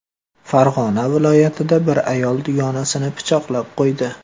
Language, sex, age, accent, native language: Uzbek, male, 18-24, Farg'ona, Uzbek